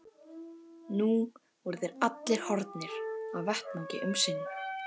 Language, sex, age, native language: Icelandic, female, 12, Icelandic